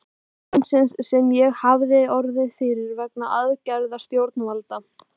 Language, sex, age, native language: Icelandic, female, 12, Icelandic